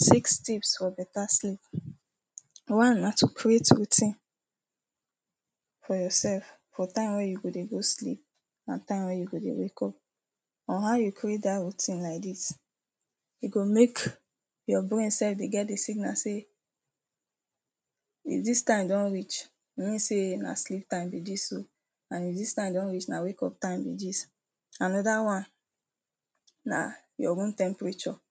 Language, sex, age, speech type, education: Nigerian Pidgin, female, 15-29, spontaneous, tertiary